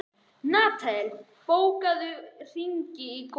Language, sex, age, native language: Icelandic, male, 11, Icelandic